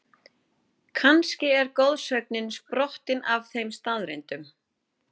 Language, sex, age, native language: Icelandic, female, 30-39, Icelandic